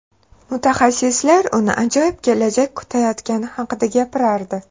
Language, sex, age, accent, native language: Uzbek, female, 18-24, Toshkent shahri, Uzbek